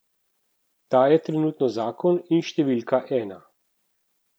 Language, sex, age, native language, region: Slovenian, male, 30-49, Slovenian, Central Slovenia